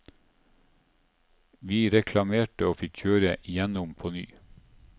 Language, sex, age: Norwegian, male, 47